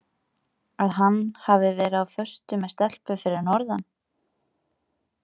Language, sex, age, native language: Icelandic, female, 20-29, Icelandic